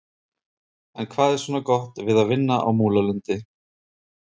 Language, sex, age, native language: Icelandic, male, 30-39, Icelandic